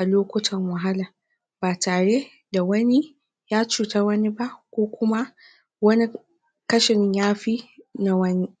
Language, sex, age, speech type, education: Hausa, female, 46-60, spontaneous, primary